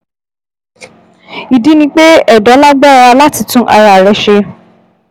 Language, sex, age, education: Yoruba, female, 15-29, tertiary